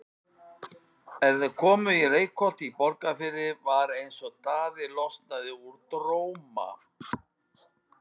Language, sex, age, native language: Icelandic, male, 50-59, Icelandic